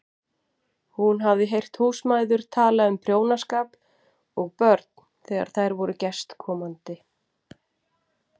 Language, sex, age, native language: Icelandic, female, 40-49, Icelandic